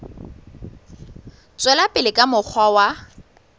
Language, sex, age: Southern Sotho, female, 20